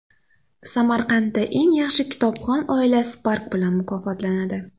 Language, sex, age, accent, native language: Uzbek, female, 18-24, Sirdaryo, Uzbek